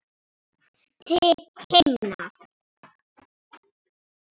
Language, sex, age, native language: Icelandic, female, 8, Icelandic